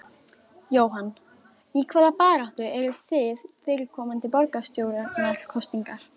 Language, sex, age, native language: Icelandic, female, 12, Icelandic